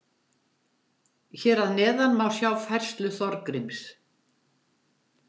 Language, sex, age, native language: Icelandic, female, 70-79, Icelandic